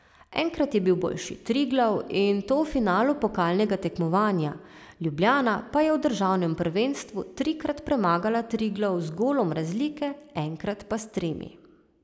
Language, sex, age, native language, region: Slovenian, female, 30-49, Slovenian, Savinja region